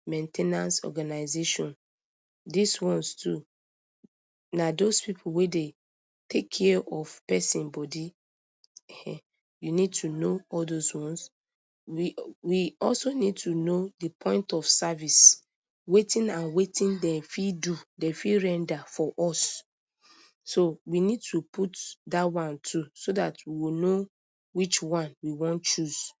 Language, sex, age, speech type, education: Nigerian Pidgin, female, 30-45, spontaneous, tertiary